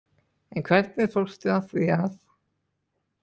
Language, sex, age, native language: Icelandic, male, 18-19, Icelandic